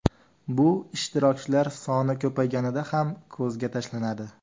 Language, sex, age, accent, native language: Uzbek, male, 18-24, Farg'ona, Uzbek